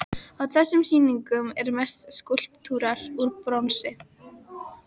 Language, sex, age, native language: Icelandic, female, 12, Icelandic